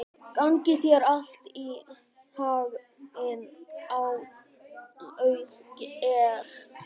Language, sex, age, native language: Icelandic, male, 12, Icelandic